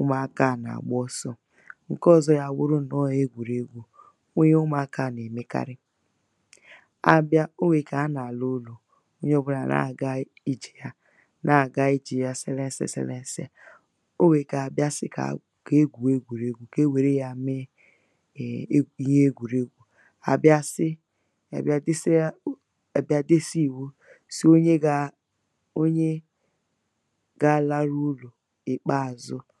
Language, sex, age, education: Igbo, female, 15-29, tertiary